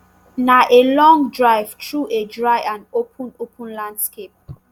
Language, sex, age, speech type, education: Nigerian Pidgin, female, 15-29, spontaneous, tertiary